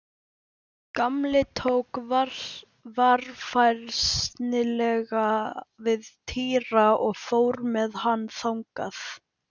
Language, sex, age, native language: Icelandic, male, 11, Icelandic